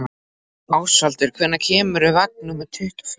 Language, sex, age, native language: Icelandic, male, 12, Icelandic